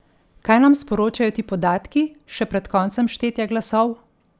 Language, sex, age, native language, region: Slovenian, female, 50-59, Slovenian, Central Slovenia